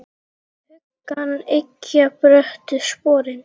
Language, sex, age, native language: Icelandic, female, 10, Icelandic